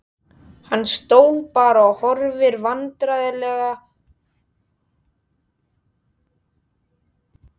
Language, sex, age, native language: Icelandic, male, 12, Icelandic